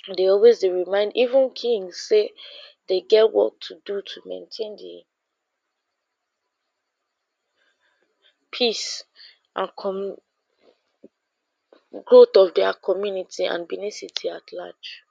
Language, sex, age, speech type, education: Nigerian Pidgin, female, 15-29, spontaneous, secondary